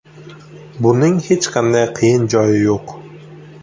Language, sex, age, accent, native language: Uzbek, male, 18-24, Sirdaryo, Uzbek